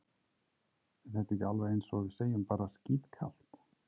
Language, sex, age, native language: Icelandic, male, 30-39, Icelandic